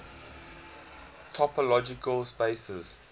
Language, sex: English, male